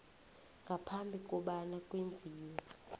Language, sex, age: South Ndebele, female, 20